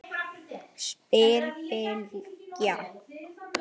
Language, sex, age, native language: Icelandic, male, 9, Icelandic